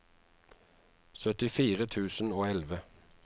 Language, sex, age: Norwegian, male, 49